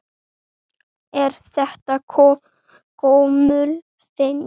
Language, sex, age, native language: Icelandic, male, 8, Icelandic